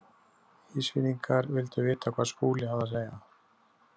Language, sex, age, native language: Icelandic, male, 30-39, Icelandic